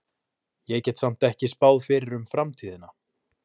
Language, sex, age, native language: Icelandic, male, 20-29, Icelandic